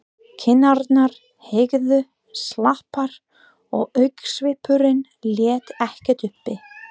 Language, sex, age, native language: Icelandic, female, 30-39, English